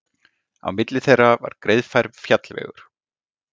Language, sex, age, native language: Icelandic, male, 40-49, Icelandic